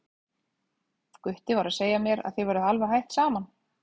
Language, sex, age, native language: Icelandic, female, 30-39, Icelandic